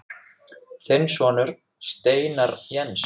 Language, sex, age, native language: Icelandic, male, 6, Icelandic